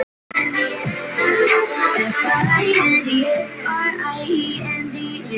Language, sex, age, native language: Icelandic, female, 10, Icelandic